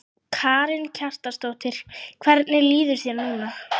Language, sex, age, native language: Icelandic, female, 11, Icelandic